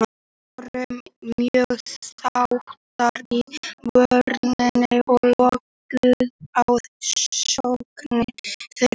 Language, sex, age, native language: Icelandic, female, 18-19, Icelandic